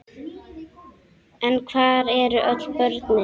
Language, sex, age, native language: Icelandic, male, 10, Icelandic